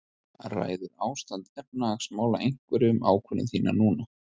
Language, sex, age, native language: Icelandic, male, 30-39, Icelandic